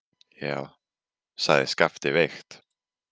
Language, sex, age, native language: Icelandic, male, 20-29, Icelandic